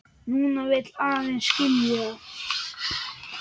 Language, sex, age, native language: Icelandic, male, 10, Icelandic